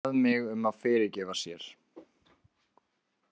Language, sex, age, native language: Icelandic, male, 18-19, Icelandic